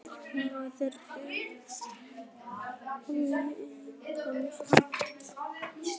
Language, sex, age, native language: Icelandic, male, 11, Icelandic